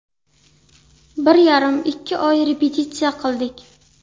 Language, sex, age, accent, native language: Uzbek, female, 19-29, Buxoro, Uzbek